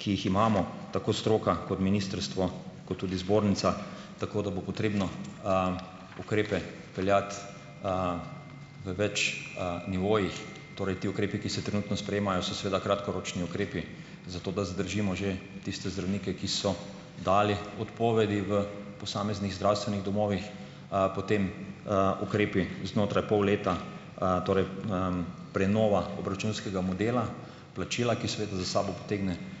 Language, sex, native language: Slovenian, male, Slovenian